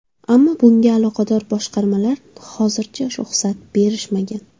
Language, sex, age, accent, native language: Uzbek, female, 25-34, Surxondaryo, Uzbek